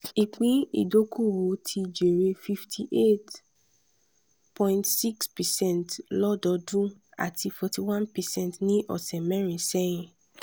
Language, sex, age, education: Yoruba, female, 15-29, tertiary